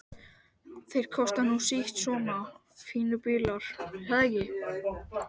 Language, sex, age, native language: Icelandic, male, 12, Icelandic